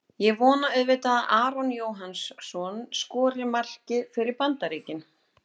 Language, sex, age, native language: Icelandic, female, 30-39, Icelandic